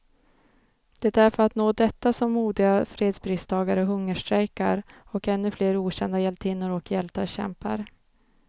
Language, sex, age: Swedish, female, 29